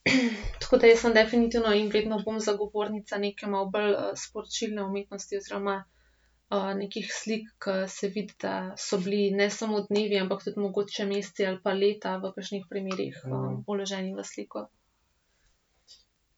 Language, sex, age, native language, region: Slovenian, female, 18-29, Slovenian, Central Slovenia